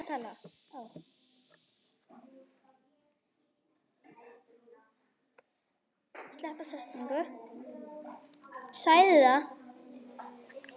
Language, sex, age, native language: Icelandic, female, 8, Icelandic